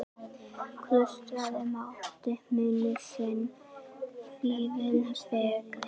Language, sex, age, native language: Icelandic, female, 11, Icelandic